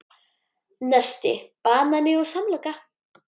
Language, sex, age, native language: Icelandic, male, 10, Icelandic